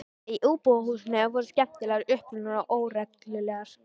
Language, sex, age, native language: Icelandic, female, 13, Icelandic